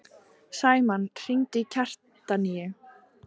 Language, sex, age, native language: Icelandic, female, 18-19, Icelandic